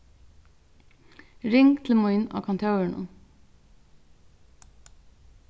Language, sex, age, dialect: Faroese, female, 36-60, Norðurstreymoy/Eysturoy